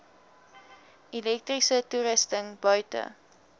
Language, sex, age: Afrikaans, female, 19